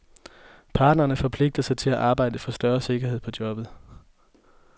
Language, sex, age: Danish, male, 20